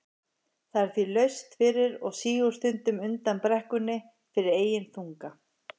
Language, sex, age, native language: Icelandic, male, 50-59, Icelandic